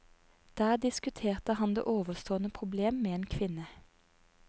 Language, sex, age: Norwegian, female, 30